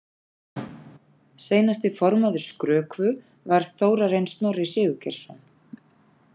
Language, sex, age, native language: Icelandic, female, 40-49, Icelandic